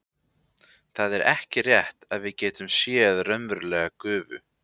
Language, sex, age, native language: Icelandic, male, 20-29, Icelandic